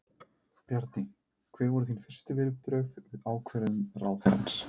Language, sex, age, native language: Icelandic, male, 30-39, Icelandic